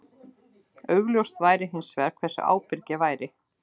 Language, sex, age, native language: Icelandic, female, 12, Icelandic